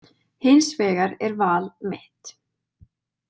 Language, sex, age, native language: Icelandic, female, 20-29, Icelandic